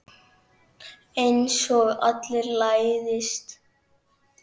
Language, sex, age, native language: Icelandic, male, 9, Icelandic